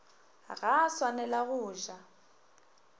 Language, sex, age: Northern Sotho, female, 21